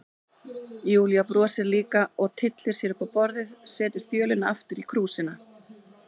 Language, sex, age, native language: Icelandic, female, 30-39, Icelandic